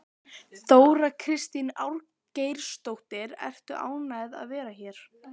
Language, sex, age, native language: Icelandic, female, 12, Icelandic